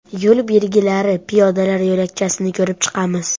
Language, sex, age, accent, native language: Uzbek, male, 12-17, Farg'ona, Uzbek